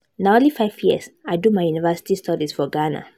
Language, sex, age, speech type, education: Nigerian Pidgin, female, 15-29, spontaneous, tertiary